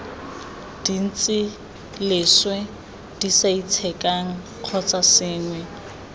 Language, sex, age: Tswana, female, 20